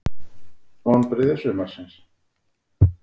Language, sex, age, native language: Icelandic, female, 40-49, Icelandic